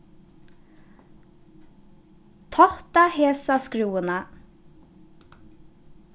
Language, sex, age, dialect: Faroese, female, 15-35, Norðuroyggjar